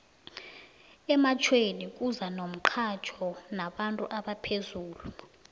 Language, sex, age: South Ndebele, female, 19